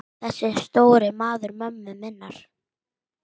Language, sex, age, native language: Icelandic, female, 9, Icelandic